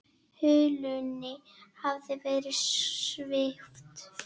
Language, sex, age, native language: Icelandic, female, 10, Icelandic